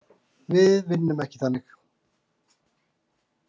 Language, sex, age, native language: Icelandic, male, 40-49, Icelandic